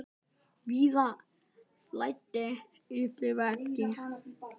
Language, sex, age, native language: Icelandic, male, 10, Icelandic